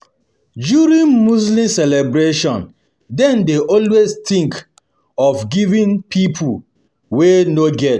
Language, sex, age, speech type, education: Nigerian Pidgin, male, 30-45, spontaneous, tertiary